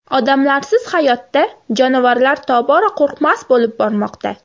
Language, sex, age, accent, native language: Uzbek, female, 18-24, Farg'ona, Uzbek